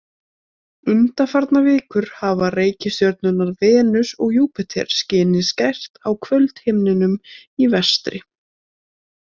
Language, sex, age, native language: Icelandic, female, 20-29, Icelandic